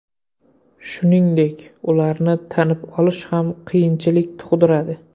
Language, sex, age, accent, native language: Uzbek, male, 25-34, Qoraqalpog'iston, Uzbek